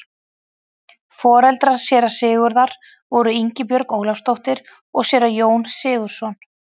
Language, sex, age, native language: Icelandic, female, 40-49, Icelandic